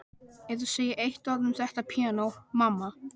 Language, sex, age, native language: Icelandic, male, 12, Icelandic